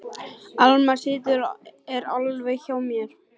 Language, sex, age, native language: Icelandic, male, 12, Icelandic